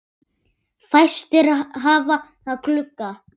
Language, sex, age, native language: Icelandic, male, 8, Icelandic